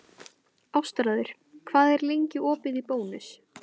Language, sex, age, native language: Icelandic, female, 18-19, Icelandic